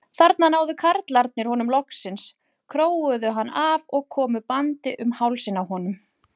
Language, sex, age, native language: Icelandic, female, 40-49, Icelandic